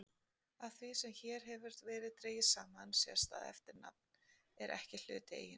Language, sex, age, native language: Icelandic, female, 40-49, Icelandic